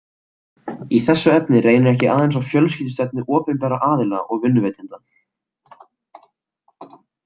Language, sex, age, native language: Icelandic, male, 18-19, Icelandic